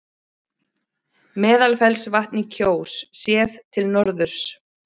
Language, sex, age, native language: Icelandic, female, 30-39, Icelandic